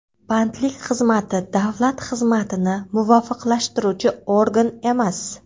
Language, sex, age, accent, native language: Uzbek, female, 18-24, Qoraqalpog'iston, Karakalpak